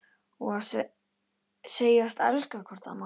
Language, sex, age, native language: Icelandic, male, 10, Icelandic